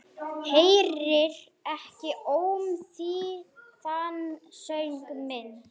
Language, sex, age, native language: Icelandic, male, 9, Icelandic